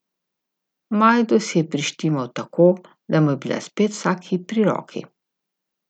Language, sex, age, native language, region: Slovenian, female, 50-59, Slovenian, Gorica region